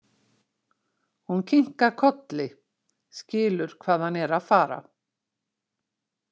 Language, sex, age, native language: Icelandic, female, 60-69, Icelandic